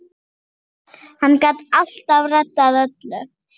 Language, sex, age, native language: Icelandic, female, 8, Icelandic